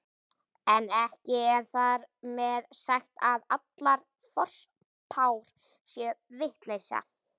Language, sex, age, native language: Icelandic, male, 18-19, Icelandic